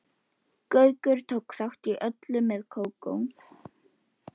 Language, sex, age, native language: Icelandic, female, 11, Icelandic